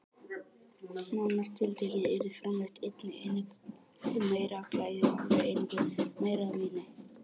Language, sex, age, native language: Icelandic, male, 18-19, Icelandic